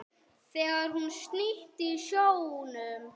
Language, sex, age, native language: Icelandic, female, 6, Icelandic